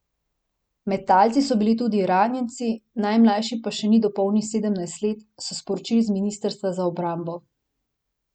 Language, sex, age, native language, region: Slovenian, female, 18-29, Slovenian, Central Slovenia